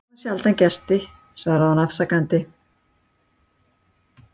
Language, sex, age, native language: Icelandic, female, 60-69, Icelandic